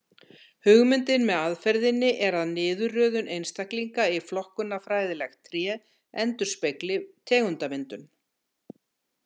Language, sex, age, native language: Icelandic, female, 60-69, Icelandic